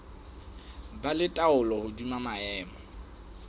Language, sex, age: Southern Sotho, male, 19